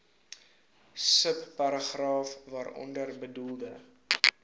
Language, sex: Afrikaans, male